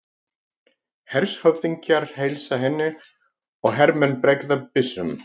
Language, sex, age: Icelandic, male, 40-49